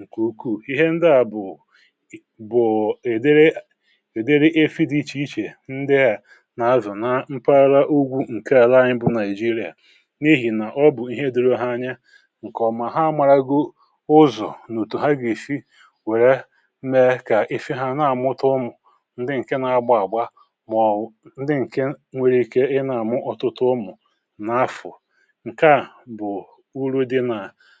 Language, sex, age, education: Igbo, male, 60+, tertiary